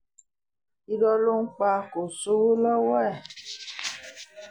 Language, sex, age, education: Yoruba, female, 30-45, tertiary